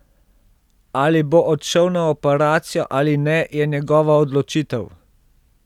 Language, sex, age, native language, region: Slovenian, male, 30-49, Slovenian, Central Slovenia